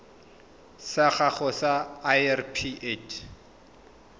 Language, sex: Tswana, male